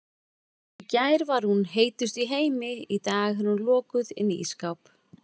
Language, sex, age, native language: Icelandic, female, 40-49, Icelandic